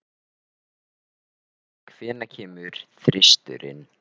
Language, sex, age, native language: Icelandic, male, 13, Icelandic